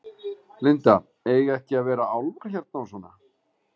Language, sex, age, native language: Icelandic, male, 40-49, Icelandic